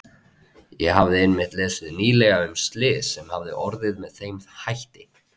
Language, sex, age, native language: Icelandic, male, 20-29, Icelandic